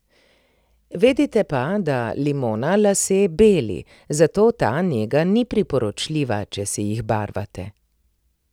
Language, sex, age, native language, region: Slovenian, female, 30-49, Slovenian, Primorsko-notranjska region